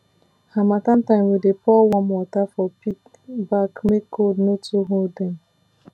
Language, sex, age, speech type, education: Nigerian Pidgin, female, 15-29, spontaneous, tertiary